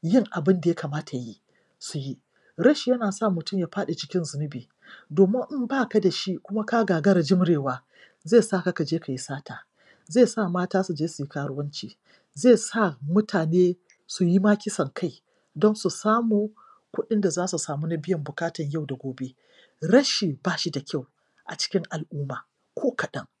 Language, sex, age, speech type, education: Hausa, female, 46-60, spontaneous, tertiary